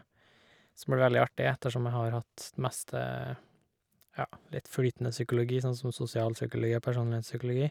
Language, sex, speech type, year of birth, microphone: Norwegian, male, spontaneous, 1988, Shure